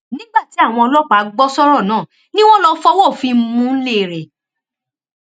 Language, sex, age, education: Yoruba, female, 15-29, tertiary